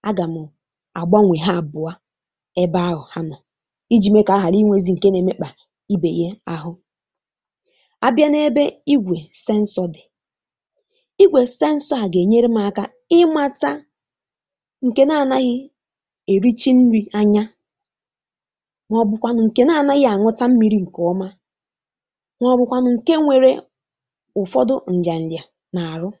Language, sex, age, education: Igbo, female, 15-29, tertiary